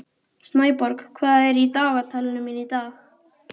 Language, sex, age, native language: Icelandic, male, 12, Icelandic